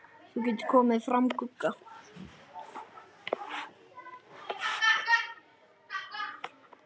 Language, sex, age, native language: Icelandic, male, 9, Icelandic